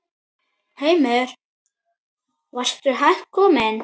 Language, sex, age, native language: Icelandic, female, 9, Icelandic